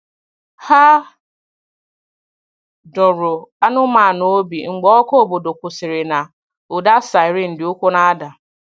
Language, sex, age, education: Igbo, female, 15-29, tertiary